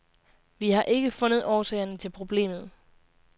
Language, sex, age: Danish, female, 20